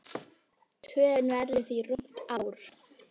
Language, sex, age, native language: Icelandic, female, 10, Icelandic